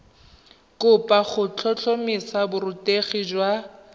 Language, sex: Tswana, female